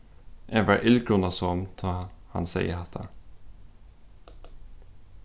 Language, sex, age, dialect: Faroese, male, 15-35, Suðurstreymoy